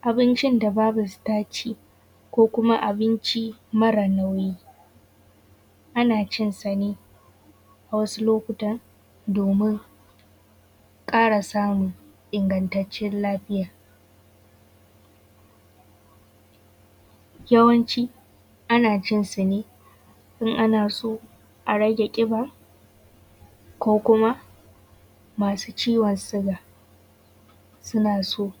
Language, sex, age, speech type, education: Hausa, female, 15-29, spontaneous, tertiary